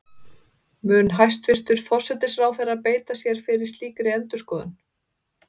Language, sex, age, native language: Icelandic, female, 30-39, Icelandic